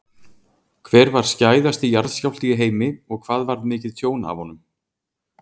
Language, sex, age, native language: Icelandic, male, 40-49, Icelandic